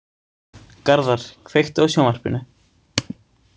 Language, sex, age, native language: Icelandic, male, 18-19, Icelandic